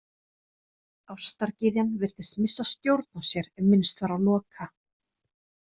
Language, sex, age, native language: Icelandic, female, 30-39, Icelandic